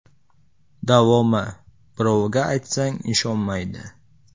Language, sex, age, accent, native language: Uzbek, male, 18-24, Samarqand, Uzbek